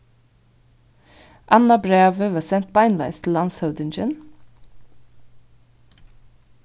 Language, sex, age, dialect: Faroese, female, 36-60, Vágar